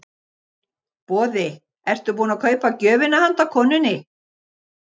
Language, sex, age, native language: Icelandic, other, 60-69, Icelandic